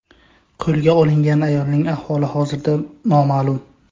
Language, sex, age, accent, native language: Uzbek, male, 18-24, Buxoro, Uzbek